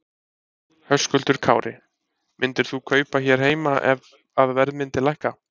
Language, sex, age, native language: Icelandic, male, 30-39, Icelandic